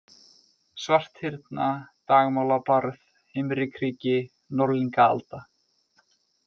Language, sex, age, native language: Icelandic, male, 20-29, Icelandic